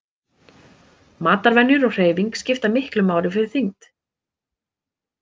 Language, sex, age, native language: Icelandic, female, 30-39, Icelandic